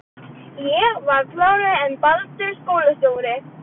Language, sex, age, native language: Icelandic, female, 12, Icelandic